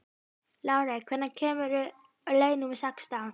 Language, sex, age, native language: Icelandic, female, 12, Icelandic